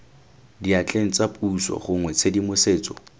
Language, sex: Tswana, male